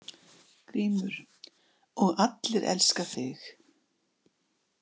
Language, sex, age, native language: Icelandic, female, 60-69, Icelandic